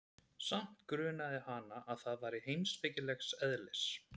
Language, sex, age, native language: Icelandic, male, 30-39, Icelandic